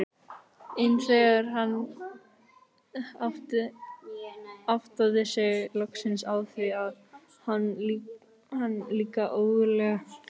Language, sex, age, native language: Icelandic, other, 18-19, Icelandic